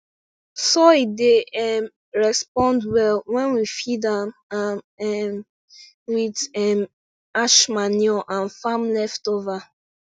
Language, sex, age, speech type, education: Nigerian Pidgin, female, 15-29, spontaneous, tertiary